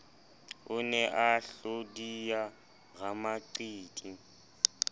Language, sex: Southern Sotho, male